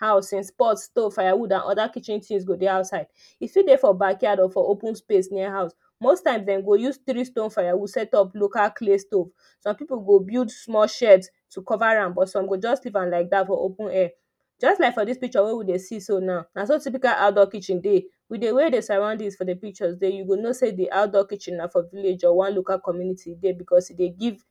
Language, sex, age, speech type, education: Nigerian Pidgin, female, 15-29, spontaneous, tertiary